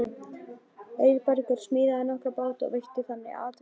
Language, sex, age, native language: Icelandic, female, 12, Icelandic